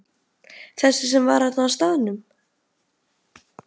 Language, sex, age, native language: Icelandic, female, 12, Icelandic